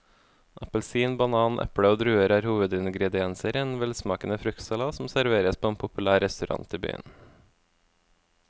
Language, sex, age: Norwegian, male, 24